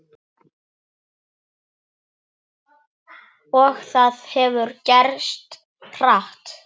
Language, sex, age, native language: Icelandic, male, 8, Icelandic